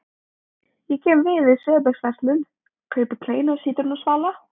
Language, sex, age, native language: Icelandic, female, 20-29, Icelandic